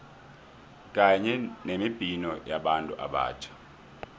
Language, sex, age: South Ndebele, male, 23